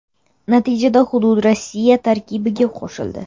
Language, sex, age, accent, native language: Uzbek, female, under 19, Toshkent shahri, Uzbek